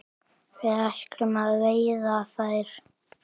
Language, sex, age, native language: Icelandic, male, 8, Icelandic